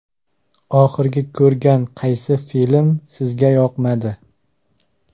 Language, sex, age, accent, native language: Uzbek, male, 25-34, Farg'ona, Uzbek